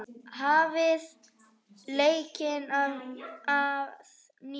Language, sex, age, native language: Icelandic, female, 5, Icelandic